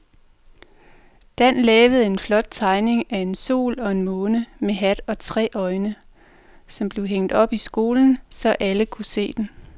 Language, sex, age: Danish, female, 45